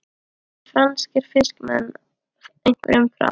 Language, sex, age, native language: Icelandic, female, 12, Icelandic